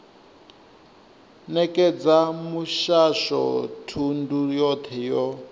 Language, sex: Venda, male